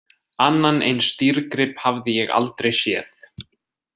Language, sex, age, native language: Icelandic, male, 20-29, Icelandic